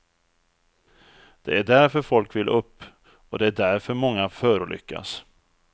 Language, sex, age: Swedish, male, 34